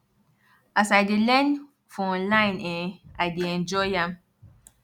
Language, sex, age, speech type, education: Nigerian Pidgin, female, 15-29, spontaneous, tertiary